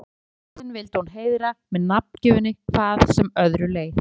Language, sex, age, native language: Icelandic, female, 30-39, Icelandic